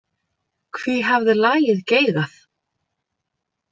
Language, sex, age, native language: Icelandic, female, 30-39, Icelandic